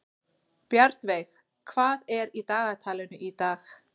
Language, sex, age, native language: Icelandic, female, 40-49, Icelandic